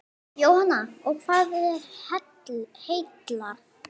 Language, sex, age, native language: Icelandic, female, 9, Icelandic